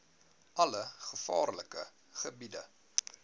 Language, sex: Afrikaans, male